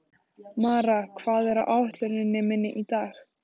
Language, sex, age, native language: Icelandic, female, 14, Icelandic